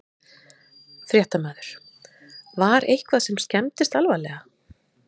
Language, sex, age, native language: Icelandic, female, 30-39, Icelandic